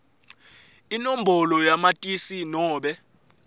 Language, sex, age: Swati, male, 18